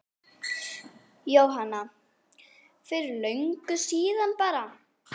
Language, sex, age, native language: Icelandic, female, 9, Icelandic